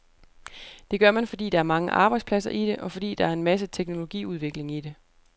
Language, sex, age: Danish, female, 28